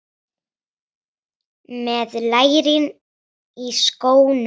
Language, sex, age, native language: Icelandic, female, 10, Icelandic